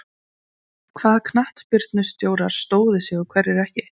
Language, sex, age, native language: Icelandic, female, 20-29, Icelandic